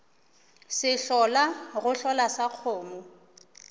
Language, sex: Northern Sotho, female